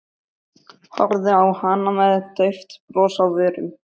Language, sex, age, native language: Icelandic, male, 13, Icelandic